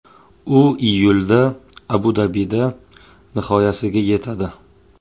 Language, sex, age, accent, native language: Uzbek, male, 25-34, Samarqand, Tajik